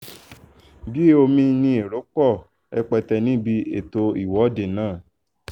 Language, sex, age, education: Yoruba, male, 15-29, tertiary